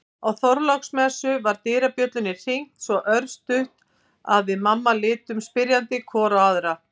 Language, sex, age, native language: Icelandic, female, 50-59, Icelandic